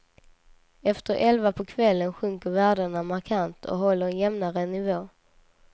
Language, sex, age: Swedish, female, 19